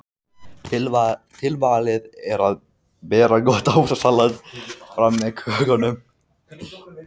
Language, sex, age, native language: Icelandic, male, 14, Icelandic